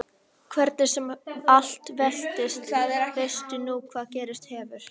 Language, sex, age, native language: Icelandic, female, 13, Icelandic